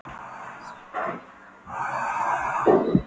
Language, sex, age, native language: Icelandic, female, 12, Polish